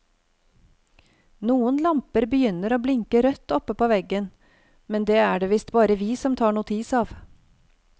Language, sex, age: Norwegian, female, 48